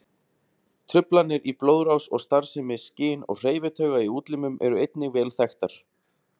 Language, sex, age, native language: Icelandic, male, 20-29, Icelandic